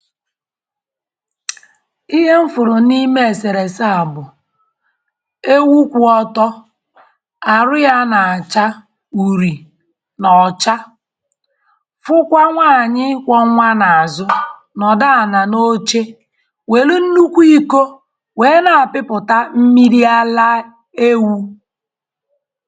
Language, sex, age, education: Igbo, female, 30-45, tertiary